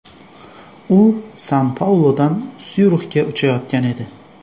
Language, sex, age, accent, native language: Uzbek, male, 25-34, Xorazm, Uzbek